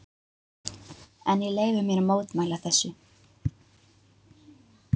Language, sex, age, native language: Icelandic, female, 12, Icelandic